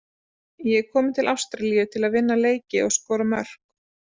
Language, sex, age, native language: Icelandic, female, 30-39, Icelandic